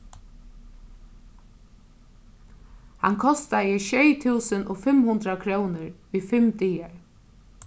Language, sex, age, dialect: Faroese, female, 36-60, Norðurstreymoy/Eysturoy